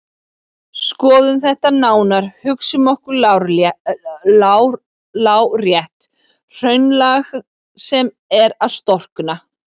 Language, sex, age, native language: Icelandic, female, 40-49, Icelandic